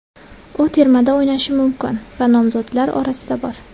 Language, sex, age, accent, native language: Uzbek, female, 19-29, Samarqand, Uzbek